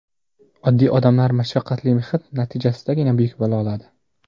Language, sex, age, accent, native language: Uzbek, male, under 19, Jizzax, Uzbek